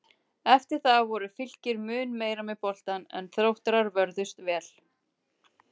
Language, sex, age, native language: Icelandic, female, 30-39, Icelandic